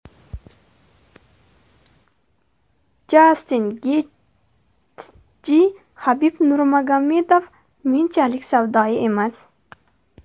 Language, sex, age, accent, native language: Uzbek, female, 18-24, Jizzax, Uzbek